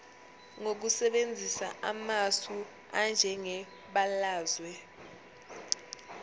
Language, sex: Zulu, female